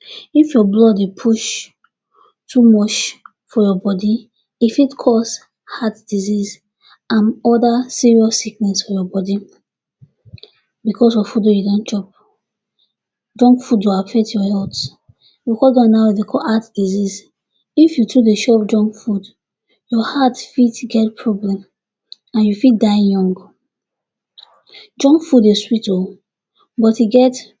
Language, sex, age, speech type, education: Nigerian Pidgin, female, 46-60, spontaneous, tertiary